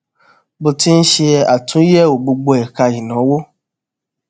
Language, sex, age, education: Yoruba, male, 30-45, tertiary